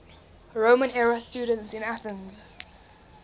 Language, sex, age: English, female, 20